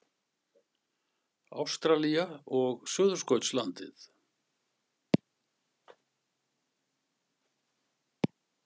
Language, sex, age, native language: Icelandic, male, 60-69, Icelandic